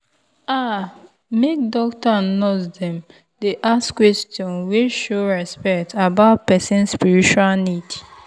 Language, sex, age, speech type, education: Nigerian Pidgin, female, 15-29, spontaneous, tertiary